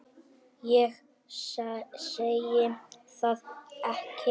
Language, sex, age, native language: Icelandic, male, 7, Icelandic